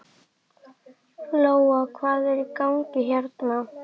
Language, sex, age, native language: Icelandic, male, 11, Icelandic